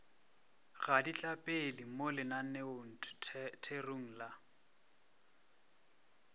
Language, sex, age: Northern Sotho, male, 23